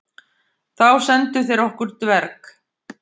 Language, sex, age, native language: Icelandic, female, 50-59, Icelandic